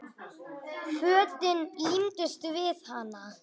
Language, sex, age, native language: Icelandic, male, 8, Icelandic